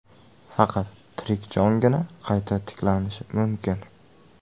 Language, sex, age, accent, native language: Uzbek, male, 18-24, Jizzax, Uzbek